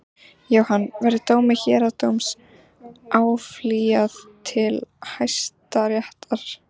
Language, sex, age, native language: Icelandic, female, 14, Icelandic